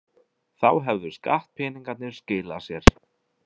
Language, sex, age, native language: Icelandic, male, 20-29, Icelandic